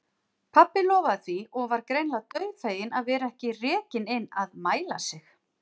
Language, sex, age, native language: Icelandic, female, 40-49, Icelandic